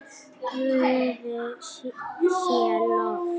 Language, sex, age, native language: Icelandic, female, 9, Icelandic